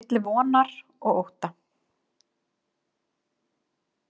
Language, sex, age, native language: Icelandic, female, 50-59, Icelandic